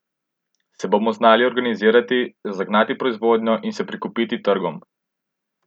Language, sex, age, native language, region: Slovenian, male, 18-29, Slovenian, Central Slovenia